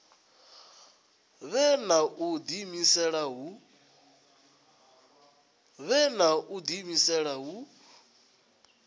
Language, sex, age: Venda, male, 20